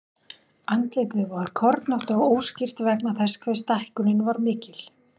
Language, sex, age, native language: Icelandic, female, 40-49, Icelandic